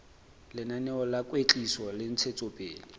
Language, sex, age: Southern Sotho, male, 24